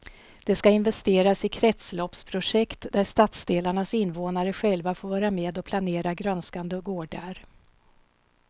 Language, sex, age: Swedish, female, 52